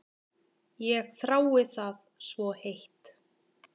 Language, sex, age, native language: Icelandic, male, 10, Icelandic